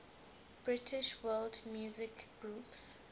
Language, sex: English, female